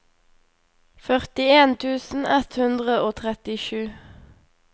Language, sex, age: Norwegian, female, 21